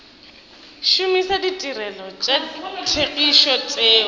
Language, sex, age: Northern Sotho, female, 30